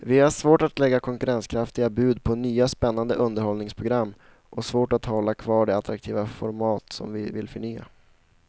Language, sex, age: Swedish, male, 16